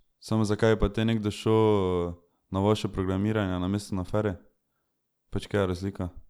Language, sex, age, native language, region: Slovenian, male, 18-29, Slovenian, Drava region